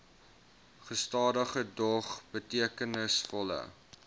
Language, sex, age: Afrikaans, male, 21